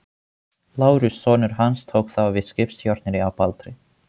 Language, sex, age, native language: Icelandic, male, 18-19, Finnish